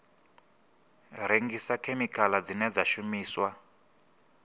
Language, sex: Venda, male